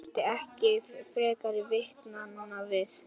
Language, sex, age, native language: Icelandic, male, 11, Icelandic